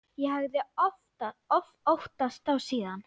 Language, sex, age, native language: Icelandic, female, 9, Icelandic